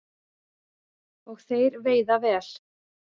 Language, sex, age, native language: Icelandic, female, 30-39, Icelandic